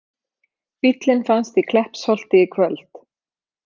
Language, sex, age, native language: Icelandic, female, 30-39, Icelandic